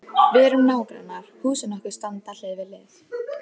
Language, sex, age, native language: Icelandic, female, 14, Icelandic